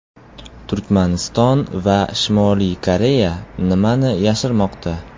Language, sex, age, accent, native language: Uzbek, male, 18-24, Qoraqalpog'iston, Uzbek